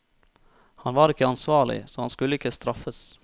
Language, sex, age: Norwegian, male, 34